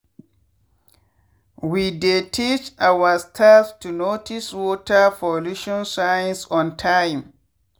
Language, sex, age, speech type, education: Nigerian Pidgin, male, 15-29, spontaneous, tertiary